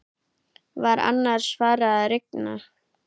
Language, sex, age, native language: Icelandic, female, 8, Icelandic